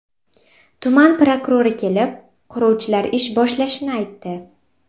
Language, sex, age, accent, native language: Uzbek, female, 12-17, Sirdaryo, Uzbek